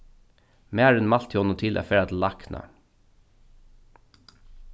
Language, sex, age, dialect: Faroese, male, 36-60, Norðuroyggjar